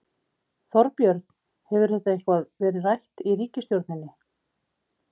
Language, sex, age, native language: Icelandic, female, 50-59, Icelandic